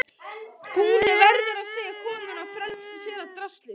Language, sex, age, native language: Icelandic, male, 11, Icelandic